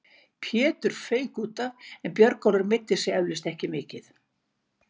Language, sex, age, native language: Icelandic, female, 60-69, Icelandic